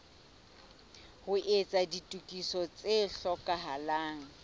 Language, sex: Southern Sotho, female